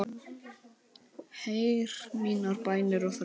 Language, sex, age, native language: Icelandic, male, 10, Icelandic